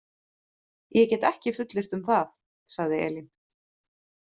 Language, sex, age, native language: Icelandic, female, 30-39, Icelandic